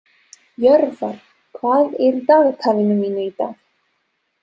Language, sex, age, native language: Icelandic, female, 30-39, Serbo-Croatian